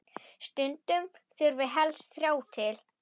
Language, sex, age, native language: Icelandic, female, 10, Icelandic